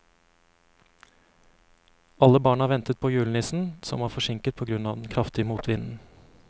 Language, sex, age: Norwegian, male, 35